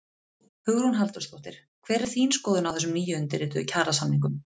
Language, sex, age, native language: Icelandic, female, 30-39, Icelandic